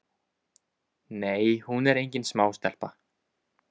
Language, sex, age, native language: Icelandic, male, 20-29, Icelandic